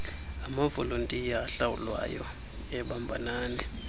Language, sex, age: Xhosa, male, 26